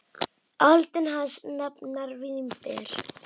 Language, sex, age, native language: Icelandic, female, 8, Icelandic